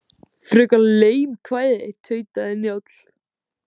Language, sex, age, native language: Icelandic, female, 18-19, Icelandic